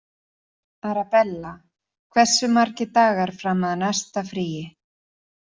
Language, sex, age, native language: Icelandic, female, 40-49, Icelandic